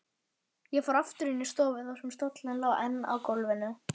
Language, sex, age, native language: Icelandic, female, 40-49, Icelandic